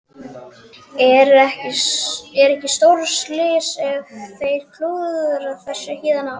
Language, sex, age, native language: Icelandic, male, 12, Icelandic